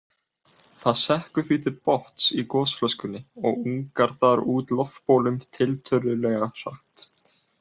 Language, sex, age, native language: Icelandic, male, 18-19, Icelandic